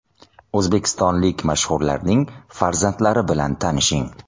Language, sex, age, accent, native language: Uzbek, male, 30-39, Toshkent shahri, Uzbek